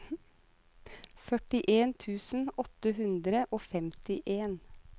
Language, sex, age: Norwegian, female, 35